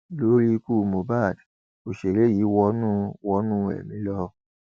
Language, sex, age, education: Yoruba, male, 30-45, tertiary